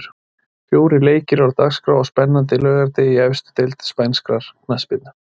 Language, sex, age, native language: Icelandic, male, 30-39, Icelandic